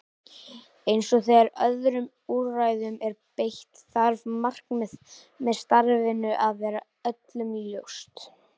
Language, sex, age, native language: Icelandic, male, 18-19, Icelandic